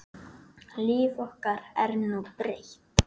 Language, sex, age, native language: Icelandic, male, 8, Icelandic